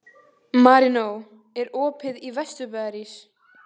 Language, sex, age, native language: Icelandic, female, 14, Icelandic